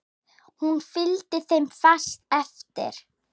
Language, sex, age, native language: Icelandic, female, 10, Icelandic